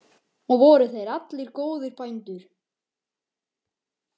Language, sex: Icelandic, male